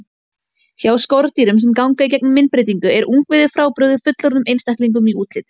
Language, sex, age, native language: Icelandic, female, 18-19, Icelandic